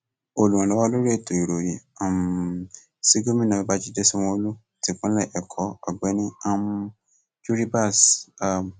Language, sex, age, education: Yoruba, male, 15-29, tertiary